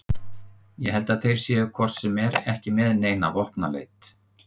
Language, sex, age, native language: Icelandic, male, 50-59, Icelandic